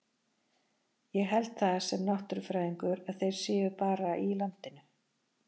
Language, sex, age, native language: Icelandic, female, 40-49, Icelandic